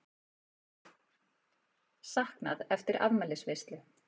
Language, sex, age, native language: Icelandic, female, 40-49, Icelandic